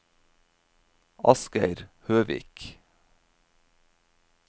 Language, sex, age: Norwegian, male, 47